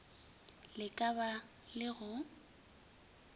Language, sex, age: Northern Sotho, female, 20